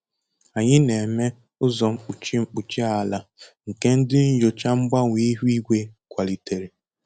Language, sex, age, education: Igbo, male, 15-29, tertiary